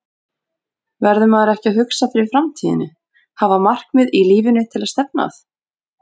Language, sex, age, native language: Icelandic, female, 40-49, Icelandic